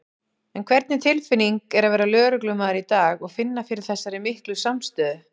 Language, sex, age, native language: Icelandic, female, 40-49, Icelandic